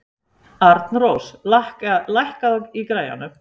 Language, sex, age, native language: Icelandic, female, 60-69, Icelandic